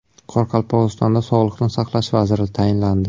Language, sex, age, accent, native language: Uzbek, male, 18-24, Buxoro, Uzbek